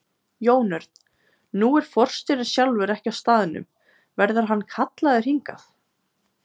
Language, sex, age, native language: Icelandic, female, 20-29, Icelandic